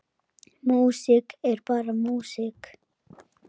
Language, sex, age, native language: Icelandic, male, 10, Icelandic